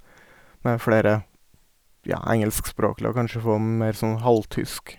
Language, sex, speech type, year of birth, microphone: Norwegian, male, spontaneous, 1989, Sennheiser